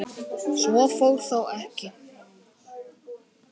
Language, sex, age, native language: Icelandic, male, 10, Icelandic